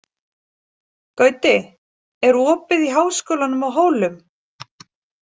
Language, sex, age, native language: Icelandic, female, 40-49, Icelandic